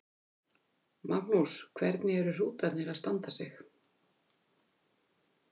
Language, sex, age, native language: Icelandic, female, 50-59, Icelandic